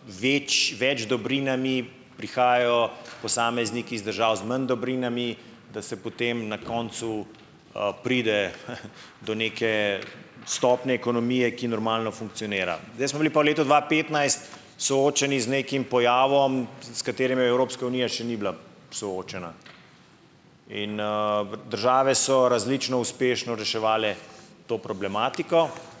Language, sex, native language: Slovenian, male, Slovenian